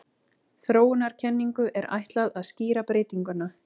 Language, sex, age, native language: Icelandic, female, 18-19, Icelandic